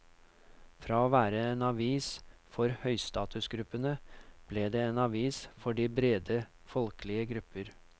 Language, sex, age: Norwegian, male, 39